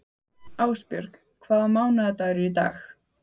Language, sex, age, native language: Icelandic, female, 15, Icelandic